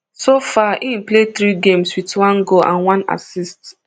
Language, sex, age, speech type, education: Nigerian Pidgin, female, 15-29, spontaneous, tertiary